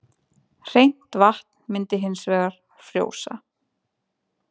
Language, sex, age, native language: Icelandic, female, 20-29, Icelandic